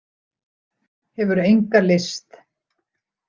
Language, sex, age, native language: Icelandic, female, 60-69, Icelandic